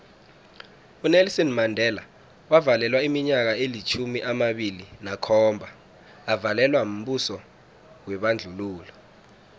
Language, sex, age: South Ndebele, male, 19